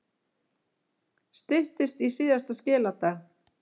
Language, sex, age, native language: Icelandic, female, 50-59, Icelandic